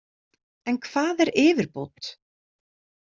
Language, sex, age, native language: Icelandic, female, 30-39, Icelandic